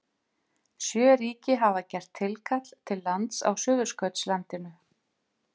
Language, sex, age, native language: Icelandic, female, 50-59, Icelandic